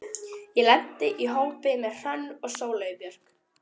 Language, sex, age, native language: Icelandic, female, 11, Icelandic